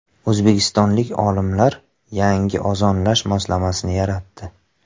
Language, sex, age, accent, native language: Uzbek, male, 25-34, Farg'ona, Uzbek